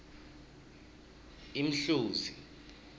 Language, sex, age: South Ndebele, male, 23